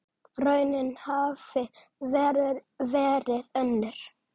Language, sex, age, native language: Icelandic, male, 9, Icelandic